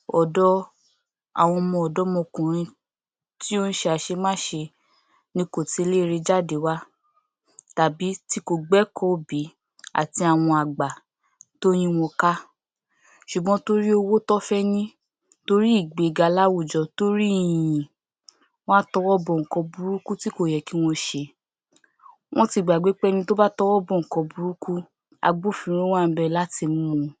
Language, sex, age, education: Yoruba, female, 46-60, tertiary